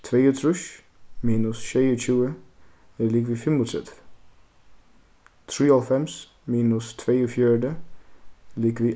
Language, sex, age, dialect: Faroese, male, 15-35, Suðurstreymoy